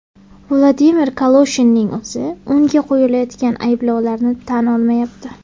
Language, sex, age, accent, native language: Uzbek, female, 19-29, Samarqand, Uzbek